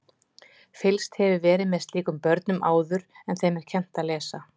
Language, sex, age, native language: Icelandic, female, 40-49, Icelandic